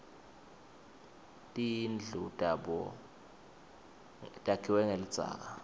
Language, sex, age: Swati, male, 21